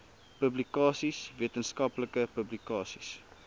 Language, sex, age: Afrikaans, male, 19